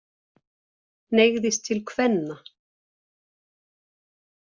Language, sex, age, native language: Icelandic, female, 60-69, Icelandic